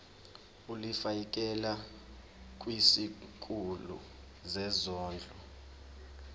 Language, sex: Zulu, male